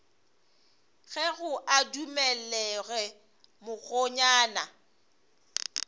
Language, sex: Northern Sotho, female